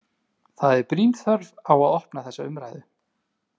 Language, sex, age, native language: Icelandic, male, 30-39, Icelandic